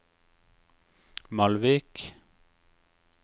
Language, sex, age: Norwegian, male, 36